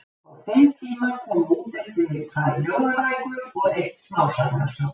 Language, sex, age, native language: Icelandic, female, 70-79, Icelandic